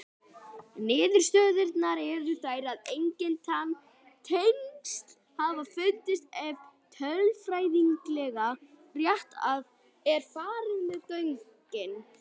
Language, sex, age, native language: Icelandic, female, 60-69, Icelandic